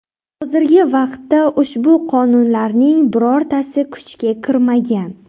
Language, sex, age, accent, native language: Uzbek, female, 18-24, Samarqand, Uzbek